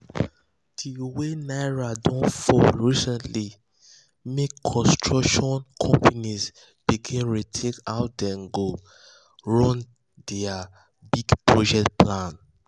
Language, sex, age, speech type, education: Nigerian Pidgin, male, 15-29, spontaneous, tertiary